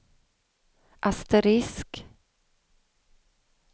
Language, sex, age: Swedish, female, 35